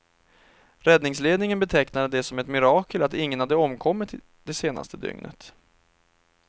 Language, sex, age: Swedish, male, 31